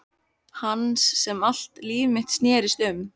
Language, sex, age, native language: Icelandic, female, 15, Icelandic